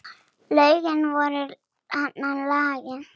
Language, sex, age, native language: Icelandic, female, 6, Icelandic